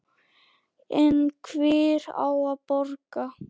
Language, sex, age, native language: Icelandic, male, 10, Icelandic